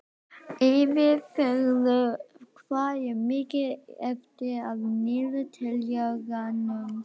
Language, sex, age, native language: Icelandic, female, 12, Icelandic